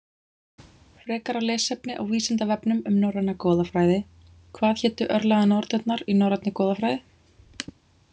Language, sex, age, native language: Icelandic, female, 20-29, Icelandic